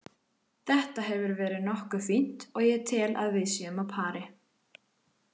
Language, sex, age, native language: Icelandic, female, 18-19, Icelandic